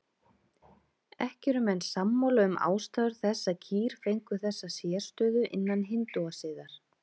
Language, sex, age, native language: Icelandic, female, 30-39, Icelandic